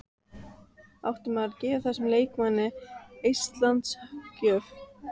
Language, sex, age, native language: Icelandic, female, 14, Icelandic